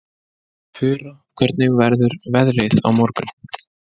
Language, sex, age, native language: Icelandic, male, 20-29, Icelandic